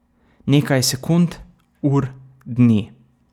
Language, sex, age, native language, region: Slovenian, male, 18-29, Slovenian, Savinja region